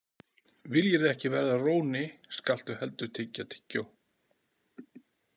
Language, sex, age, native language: Icelandic, male, 40-49, Icelandic